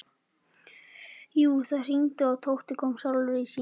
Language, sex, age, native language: Icelandic, male, 11, Icelandic